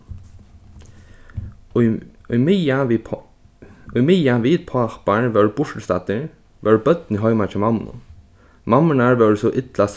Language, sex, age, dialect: Faroese, male, 15-35, Norðurstreymoy/Eysturoy